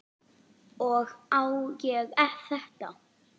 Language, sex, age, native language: Icelandic, female, 8, Icelandic